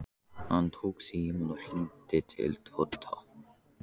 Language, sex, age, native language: Icelandic, male, 14, Icelandic